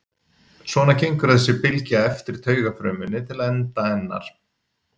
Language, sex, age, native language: Icelandic, male, 30-39, Icelandic